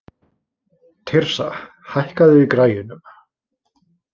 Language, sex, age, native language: Icelandic, male, 20-29, Icelandic